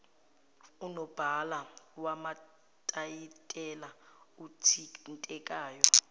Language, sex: Zulu, female